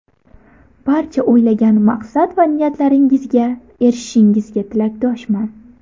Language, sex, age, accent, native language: Uzbek, female, 18-24, Buxoro, Uzbek